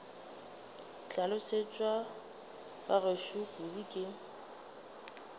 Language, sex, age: Northern Sotho, female, 27